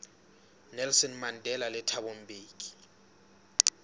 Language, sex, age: Southern Sotho, male, 19